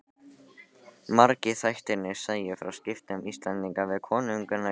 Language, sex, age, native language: Icelandic, male, 13, Icelandic